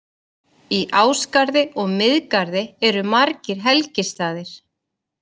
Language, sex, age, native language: Icelandic, female, 30-39, Icelandic